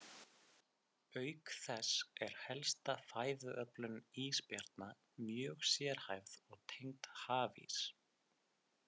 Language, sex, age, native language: Icelandic, male, 20-29, Icelandic